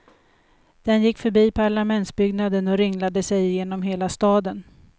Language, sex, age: Swedish, female, 56